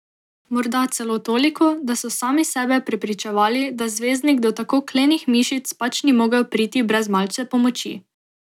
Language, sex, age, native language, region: Slovenian, female, 18-29, Slovenian, Drava region